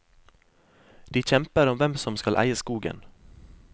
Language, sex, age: Norwegian, male, 23